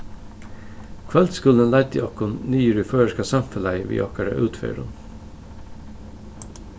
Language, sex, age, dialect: Faroese, male, 36-60, Suðurstreymoy